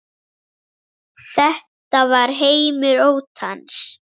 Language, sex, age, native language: Icelandic, female, 7, Icelandic